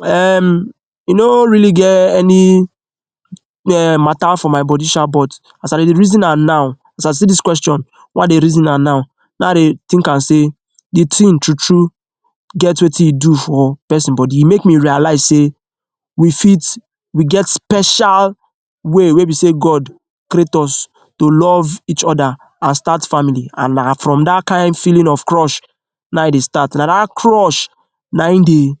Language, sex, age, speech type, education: Nigerian Pidgin, male, 15-29, spontaneous, tertiary